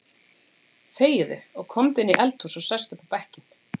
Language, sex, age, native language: Icelandic, female, 40-49, Icelandic